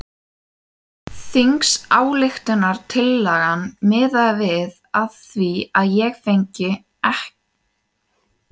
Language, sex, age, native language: Icelandic, female, 18-19, Icelandic